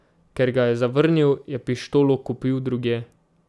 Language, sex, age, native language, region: Slovenian, male, 18-29, Slovenian, Drava region